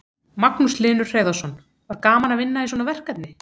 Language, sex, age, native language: Icelandic, female, 30-39, Icelandic